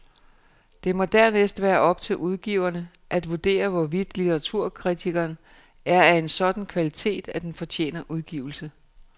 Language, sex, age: Danish, female, 49